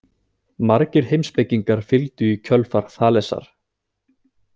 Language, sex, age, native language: Icelandic, male, 20-29, Icelandic